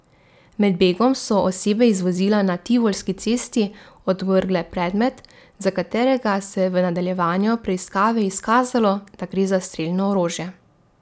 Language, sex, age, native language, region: Slovenian, female, 18-29, Slovenian, Drava region